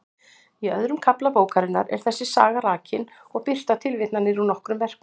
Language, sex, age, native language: Icelandic, female, 60-69, Icelandic